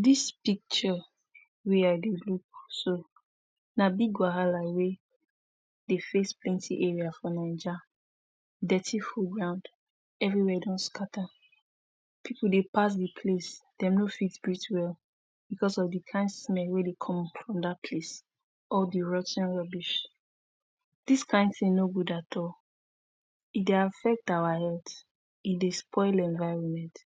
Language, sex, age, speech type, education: Nigerian Pidgin, female, 15-29, spontaneous, tertiary